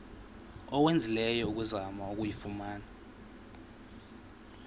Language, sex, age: Xhosa, male, 20